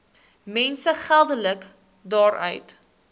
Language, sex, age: Afrikaans, female, 19